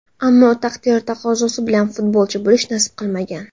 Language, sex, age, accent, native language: Uzbek, female, 19-29, Samarqand, Uzbek